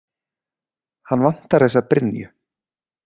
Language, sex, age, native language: Icelandic, male, 40-49, Icelandic